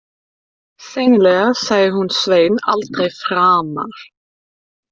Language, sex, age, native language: Icelandic, female, 30-39, German